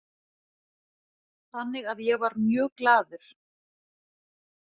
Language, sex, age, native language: Icelandic, female, 40-49, Icelandic